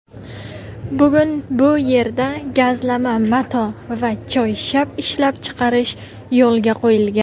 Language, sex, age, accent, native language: Uzbek, female, 19-29, Jizzax, Uzbek